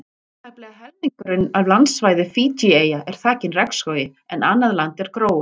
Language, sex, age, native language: Icelandic, female, 40-49, Icelandic